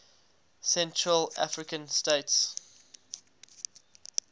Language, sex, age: English, male, 19